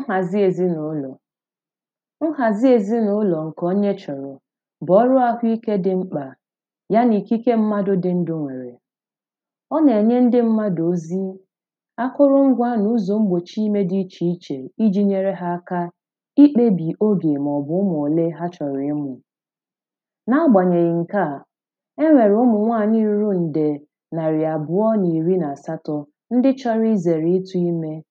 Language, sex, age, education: Igbo, female, 15-29, tertiary